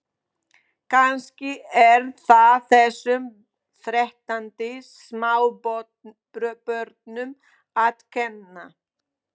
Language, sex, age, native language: Icelandic, female, 20-29, Polish